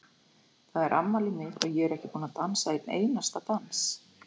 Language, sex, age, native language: Icelandic, female, 40-49, Icelandic